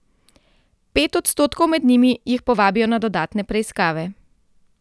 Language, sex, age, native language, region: Slovenian, female, 30-49, Slovenian, Central Slovenia